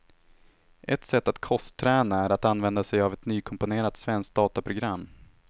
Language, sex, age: Swedish, male, 18